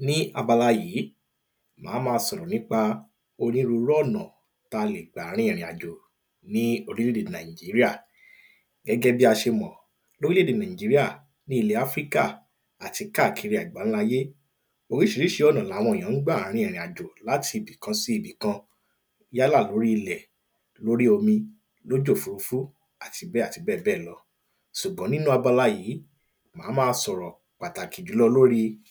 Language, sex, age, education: Yoruba, male, 30-45, primary